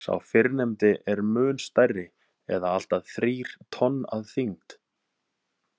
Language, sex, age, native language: Icelandic, male, 30-39, Icelandic